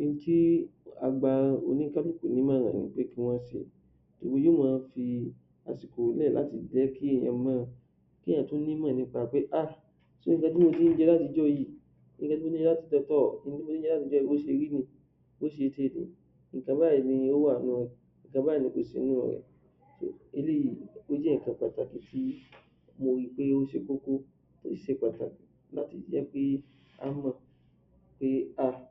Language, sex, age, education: Yoruba, male, 30-45, tertiary